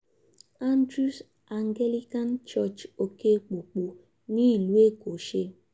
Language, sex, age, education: Yoruba, female, 15-29, tertiary